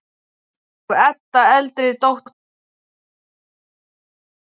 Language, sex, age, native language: Icelandic, male, 12, Icelandic